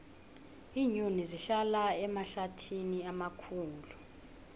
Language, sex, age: South Ndebele, female, 18